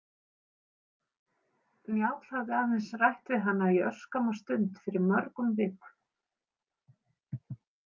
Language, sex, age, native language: Icelandic, female, 50-59, Icelandic